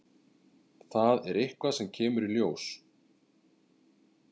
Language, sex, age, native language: Icelandic, male, 30-39, Icelandic